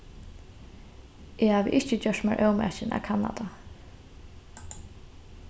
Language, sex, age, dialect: Faroese, female, 15-35, Norðurstreymoy/Eysturoy